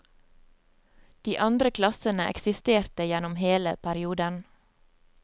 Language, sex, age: Norwegian, female, 27